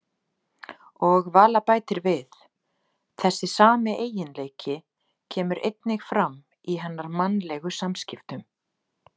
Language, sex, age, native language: Icelandic, female, 40-49, Icelandic